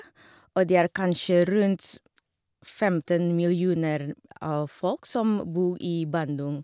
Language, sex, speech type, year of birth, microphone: Norwegian, female, spontaneous, 1978, Shure